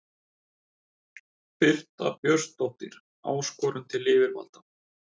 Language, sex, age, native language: Icelandic, male, 30-39, Icelandic